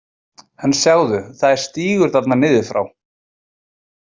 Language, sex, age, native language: Icelandic, male, 20-29, Icelandic